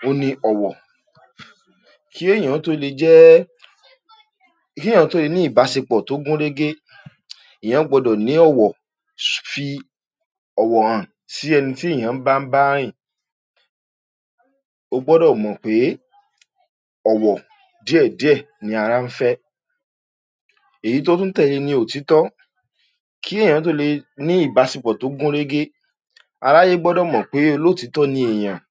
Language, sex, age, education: Yoruba, male, 46-60, tertiary